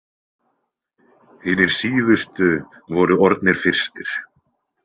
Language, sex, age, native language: Icelandic, male, 20-29, Icelandic